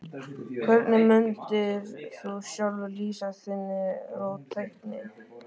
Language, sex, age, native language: Icelandic, male, 13, Icelandic